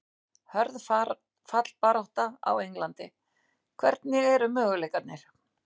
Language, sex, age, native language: Icelandic, female, 60-69, Icelandic